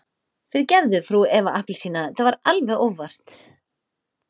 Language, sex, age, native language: Icelandic, female, 40-49, Icelandic